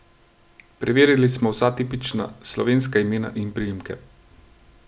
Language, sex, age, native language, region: Slovenian, male, 30-49, Slovenian, Gorenjska region